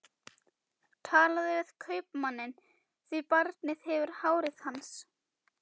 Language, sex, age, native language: Icelandic, female, 12, Icelandic